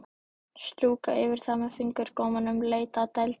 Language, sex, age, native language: Icelandic, male, 12, Icelandic